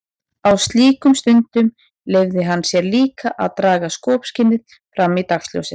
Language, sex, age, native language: Icelandic, female, 30-39, Icelandic